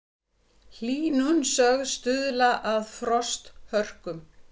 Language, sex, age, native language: Icelandic, female, 50-59, Icelandic